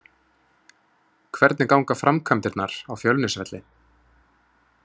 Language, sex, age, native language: Icelandic, male, 20-29, Icelandic